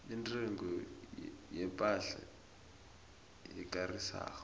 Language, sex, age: South Ndebele, male, 20